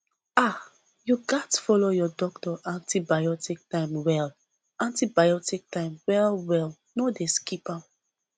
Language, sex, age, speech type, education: Nigerian Pidgin, female, 15-29, spontaneous, secondary